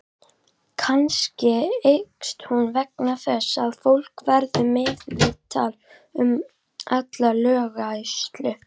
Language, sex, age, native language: Icelandic, female, 18-19, Icelandic